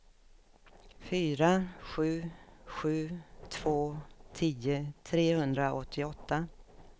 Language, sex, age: Swedish, female, 56